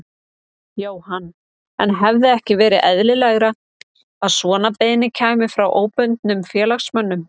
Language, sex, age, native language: Icelandic, female, 30-39, Icelandic